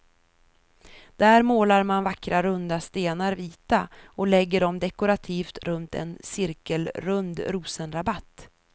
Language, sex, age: Swedish, female, 33